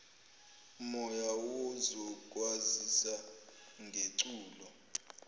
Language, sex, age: Zulu, male, 18